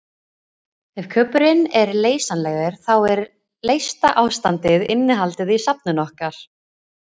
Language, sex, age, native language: Icelandic, female, 20-29, Icelandic